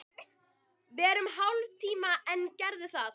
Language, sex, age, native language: Icelandic, female, 12, Icelandic